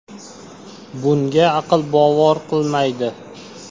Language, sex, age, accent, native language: Uzbek, male, 18-24, Xorazm, Uzbek